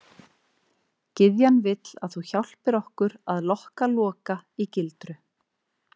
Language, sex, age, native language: Icelandic, female, 30-39, Icelandic